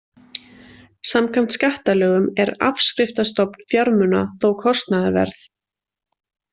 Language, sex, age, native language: Icelandic, female, 20-29, Icelandic